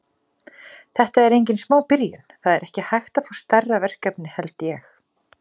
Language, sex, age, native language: Icelandic, female, 40-49, Icelandic